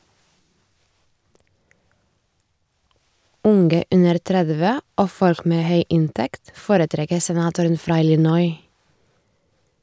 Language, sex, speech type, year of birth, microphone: Norwegian, female, read, 1986, Shure